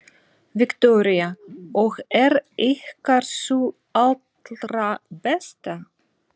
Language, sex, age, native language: Icelandic, female, 40-49, Russian